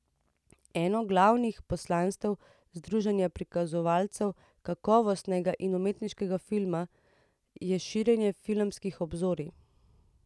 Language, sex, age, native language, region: Slovenian, female, 30-49, Slovenian, Central Slovenia